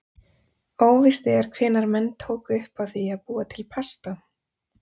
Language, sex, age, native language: Icelandic, female, 30-39, Icelandic